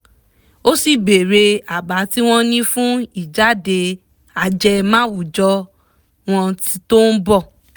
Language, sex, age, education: Yoruba, female, 15-29, tertiary